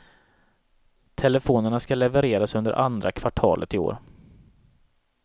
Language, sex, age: Swedish, male, 37